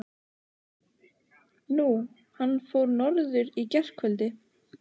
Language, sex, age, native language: Icelandic, female, 15, Icelandic